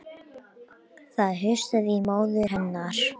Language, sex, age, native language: Icelandic, male, 18-19, Icelandic